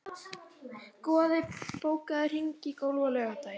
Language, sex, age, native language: Icelandic, female, 12, Icelandic